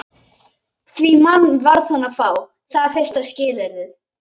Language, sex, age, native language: Icelandic, male, 11, Icelandic